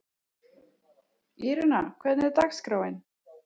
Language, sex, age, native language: Icelandic, female, 40-49, Icelandic